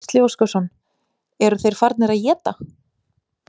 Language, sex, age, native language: Icelandic, female, 40-49, Icelandic